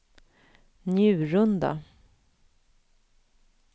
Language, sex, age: Swedish, female, 41